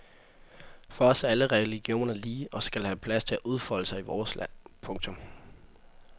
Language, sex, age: Danish, male, 18